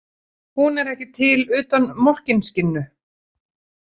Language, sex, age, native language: Icelandic, female, 30-39, Icelandic